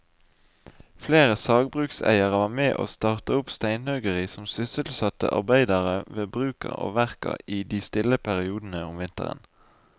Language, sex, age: Norwegian, male, 20